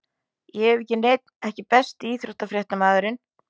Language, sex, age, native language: Icelandic, female, 50-59, Icelandic